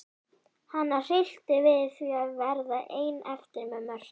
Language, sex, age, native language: Icelandic, female, 11, Icelandic